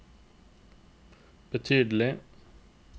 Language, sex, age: Norwegian, male, 29